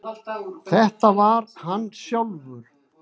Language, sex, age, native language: Icelandic, female, 60-69, Icelandic